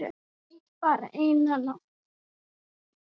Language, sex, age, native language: Icelandic, female, 8, Icelandic